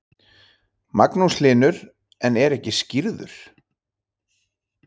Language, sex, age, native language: Icelandic, male, 30-39, Icelandic